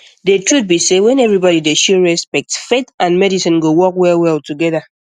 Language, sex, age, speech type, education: Nigerian Pidgin, female, 15-29, spontaneous, secondary